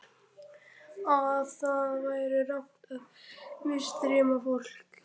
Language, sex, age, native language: Icelandic, male, 11, Icelandic